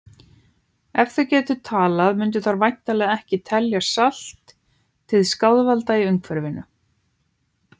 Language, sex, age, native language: Icelandic, female, 18-19, Icelandic